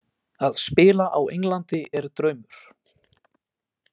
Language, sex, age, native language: Icelandic, male, 18-19, Icelandic